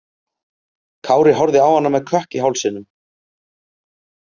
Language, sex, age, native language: Icelandic, male, 30-39, Icelandic